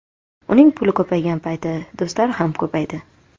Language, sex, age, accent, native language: Uzbek, female, 18-24, Toshkent shahri, Uzbek